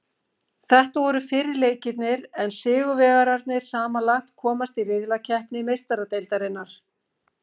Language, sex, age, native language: Icelandic, female, 50-59, Icelandic